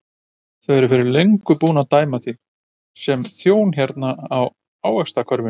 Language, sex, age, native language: Icelandic, male, 50-59, Icelandic